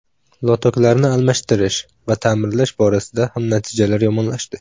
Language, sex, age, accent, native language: Uzbek, male, under 19, Samarqand, Uzbek